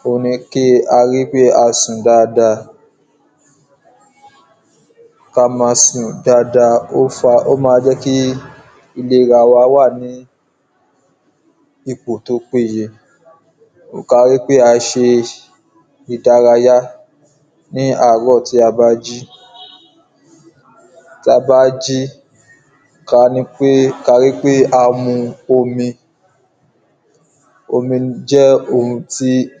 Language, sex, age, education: Yoruba, male, 15-29, secondary